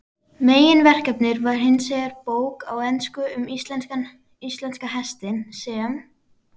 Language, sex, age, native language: Icelandic, female, 12, Icelandic